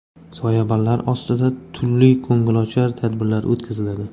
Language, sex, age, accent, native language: Uzbek, male, 25-34, Xorazm, Uzbek